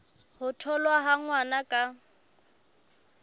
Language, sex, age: Southern Sotho, female, 22